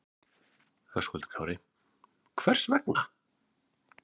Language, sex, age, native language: Icelandic, male, 40-49, Icelandic